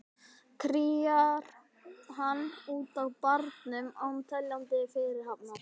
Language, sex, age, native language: Icelandic, male, 12, Icelandic